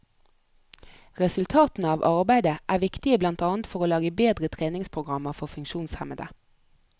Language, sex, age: Norwegian, female, 30